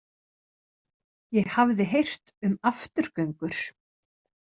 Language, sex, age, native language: Icelandic, female, 30-39, Icelandic